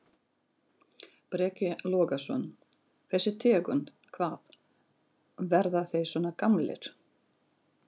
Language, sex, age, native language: Icelandic, female, 40-49, Russian